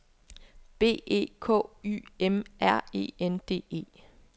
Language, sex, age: Danish, female, 24